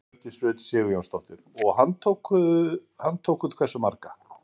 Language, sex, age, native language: Icelandic, male, 50-59, Icelandic